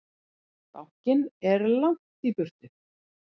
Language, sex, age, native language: Icelandic, female, 40-49, Icelandic